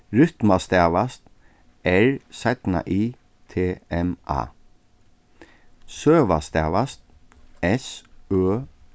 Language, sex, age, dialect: Faroese, male, 36-60, Suðurstreymoy